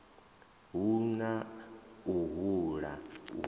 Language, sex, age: Venda, male, 23